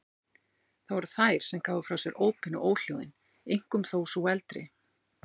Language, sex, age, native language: Icelandic, female, 40-49, Icelandic